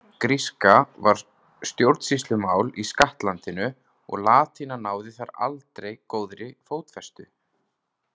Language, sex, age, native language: Icelandic, male, 30-39, Icelandic